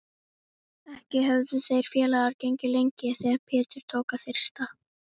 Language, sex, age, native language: Icelandic, female, 18-19, Icelandic